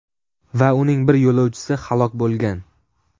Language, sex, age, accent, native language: Uzbek, male, 12-17, Sirdaryo, Uzbek